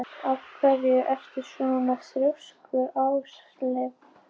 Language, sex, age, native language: Icelandic, female, 18-19, Icelandic